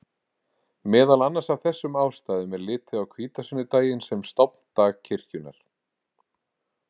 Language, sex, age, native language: Icelandic, male, 40-49, Icelandic